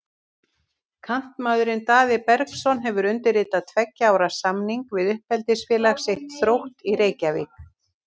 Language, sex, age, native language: Icelandic, female, 60-69, Icelandic